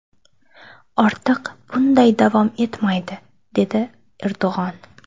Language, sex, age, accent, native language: Uzbek, female, 18-24, Farg'ona, Uzbek